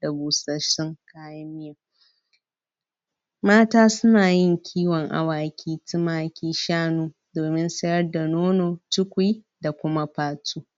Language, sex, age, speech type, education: Hausa, female, 15-29, spontaneous, primary